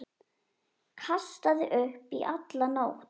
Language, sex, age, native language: Icelandic, female, 10, Icelandic